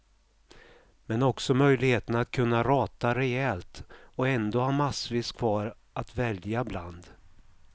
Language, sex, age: Swedish, male, 55